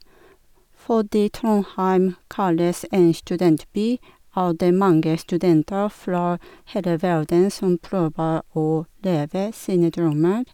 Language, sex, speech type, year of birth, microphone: Norwegian, female, spontaneous, 1978, Sennheiser